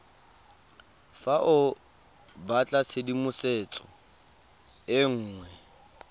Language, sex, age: Tswana, male, 19